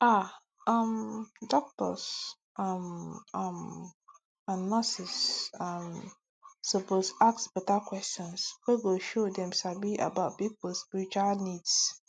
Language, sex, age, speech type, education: Nigerian Pidgin, female, 15-29, spontaneous, tertiary